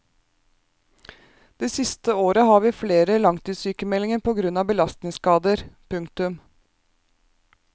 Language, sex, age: Norwegian, female, 36